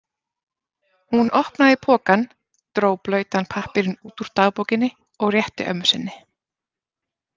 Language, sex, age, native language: Icelandic, female, 30-39, Icelandic